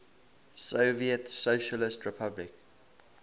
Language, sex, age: English, male, 20